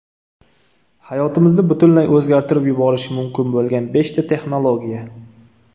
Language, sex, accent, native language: Uzbek, male, Toshkent viloyati, Uzbek